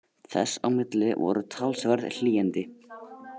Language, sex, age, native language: Icelandic, male, 18-19, Icelandic